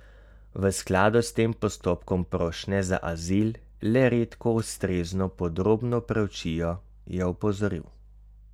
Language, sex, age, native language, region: Slovenian, male, 30-49, Slovenian, Carinthia region